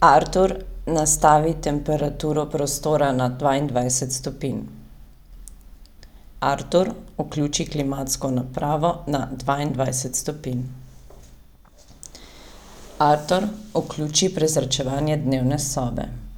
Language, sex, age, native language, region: Slovenian, female, 30-49, Slovenian, Savinja region